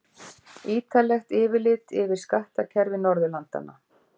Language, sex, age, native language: Icelandic, female, 50-59, Icelandic